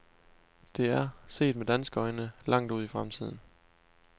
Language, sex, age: Danish, male, 19